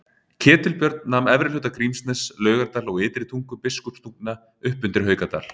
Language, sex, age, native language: Icelandic, male, 30-39, Icelandic